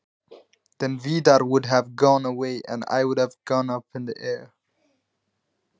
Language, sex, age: Icelandic, male, 20-29